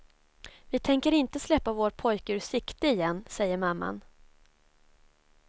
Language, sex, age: Swedish, female, 24